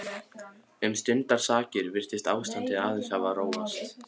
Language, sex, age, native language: Icelandic, male, 15, Icelandic